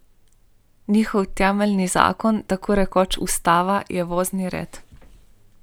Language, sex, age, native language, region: Slovenian, female, 18-29, Slovenian, Primorsko-notranjska region